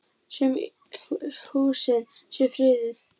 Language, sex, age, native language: Icelandic, female, 8, Icelandic